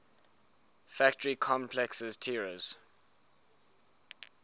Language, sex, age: English, male, 19